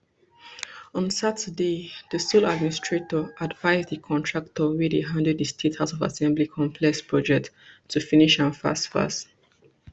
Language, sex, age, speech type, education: Nigerian Pidgin, female, 30-45, spontaneous, tertiary